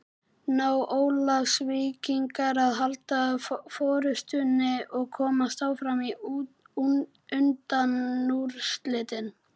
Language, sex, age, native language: Icelandic, male, 11, Icelandic